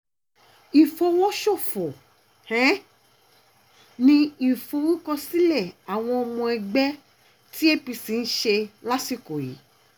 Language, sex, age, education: Yoruba, female, 30-45, tertiary